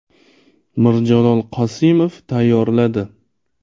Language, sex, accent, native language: Uzbek, male, Namangan, Uzbek